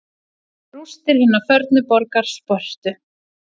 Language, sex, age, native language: Icelandic, female, 40-49, Icelandic